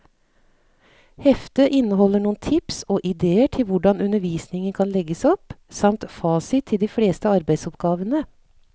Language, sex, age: Norwegian, female, 39